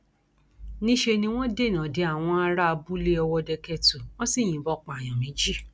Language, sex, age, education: Yoruba, female, 46-60, tertiary